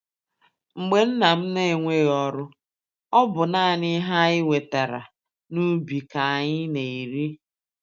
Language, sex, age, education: Igbo, female, 30-45, tertiary